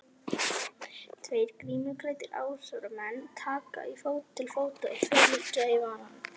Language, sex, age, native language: Icelandic, female, 11, Icelandic